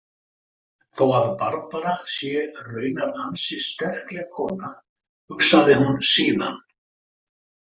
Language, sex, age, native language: Icelandic, male, 50-59, Icelandic